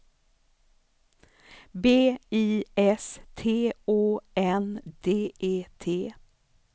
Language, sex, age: Swedish, female, 64